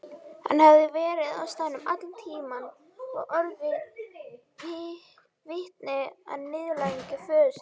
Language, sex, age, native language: Icelandic, female, 18-19, Icelandic